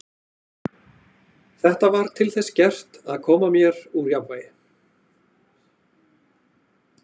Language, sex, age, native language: Icelandic, male, 40-49, Icelandic